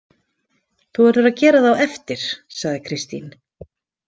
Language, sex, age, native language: Icelandic, female, 50-59, Icelandic